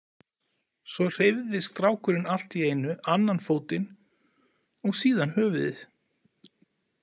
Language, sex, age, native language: Icelandic, male, 40-49, Icelandic